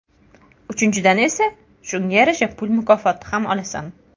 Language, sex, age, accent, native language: Uzbek, female, 18-24, Toshkent viloyati, Uzbek